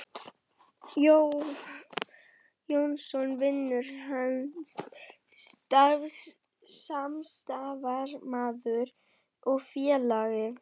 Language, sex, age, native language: Icelandic, female, 11, German